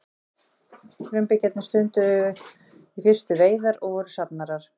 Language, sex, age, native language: Icelandic, female, 40-49, Icelandic